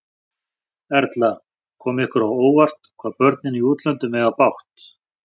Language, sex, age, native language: Icelandic, male, 40-49, Icelandic